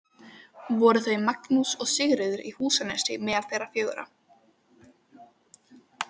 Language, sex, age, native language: Icelandic, female, 12, Icelandic